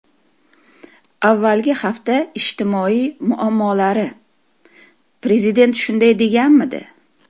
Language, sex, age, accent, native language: Uzbek, female, 40-49, Toshkent viloyati, Uzbek